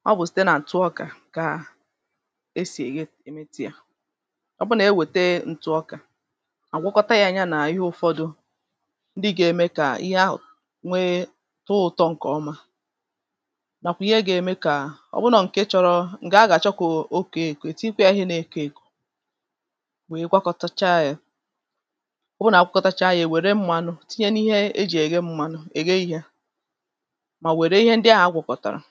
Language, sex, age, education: Igbo, female, 30-45, tertiary